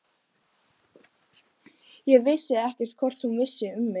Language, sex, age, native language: Icelandic, female, 12, Icelandic